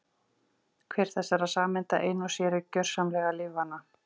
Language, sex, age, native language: Icelandic, female, 40-49, Icelandic